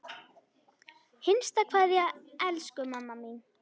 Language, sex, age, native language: Icelandic, female, 10, Icelandic